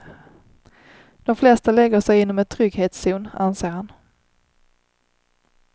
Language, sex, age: Swedish, female, 30